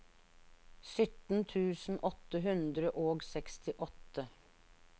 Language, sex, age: Norwegian, female, 59